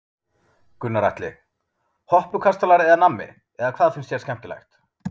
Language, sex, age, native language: Icelandic, male, 30-39, Icelandic